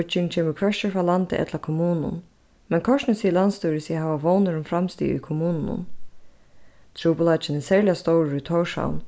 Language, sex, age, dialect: Faroese, female, 15-35, Suðurstreymoy